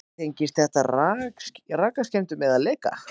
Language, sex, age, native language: Icelandic, male, 20-29, Icelandic